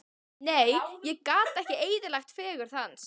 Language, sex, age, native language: Icelandic, female, 12, Icelandic